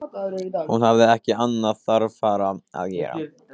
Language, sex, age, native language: Icelandic, male, 14, Icelandic